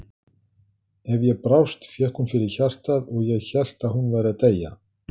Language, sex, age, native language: Icelandic, male, 60-69, Icelandic